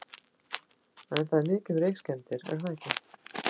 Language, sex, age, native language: Icelandic, female, 60-69, Icelandic